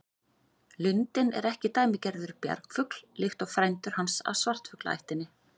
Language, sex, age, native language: Icelandic, female, 40-49, Icelandic